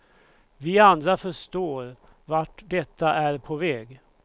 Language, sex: Swedish, male